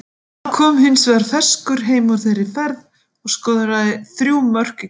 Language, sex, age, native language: Icelandic, female, 50-59, Icelandic